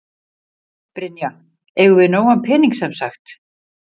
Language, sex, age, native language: Icelandic, female, 50-59, Icelandic